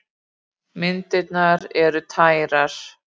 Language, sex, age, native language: Icelandic, female, 40-49, Icelandic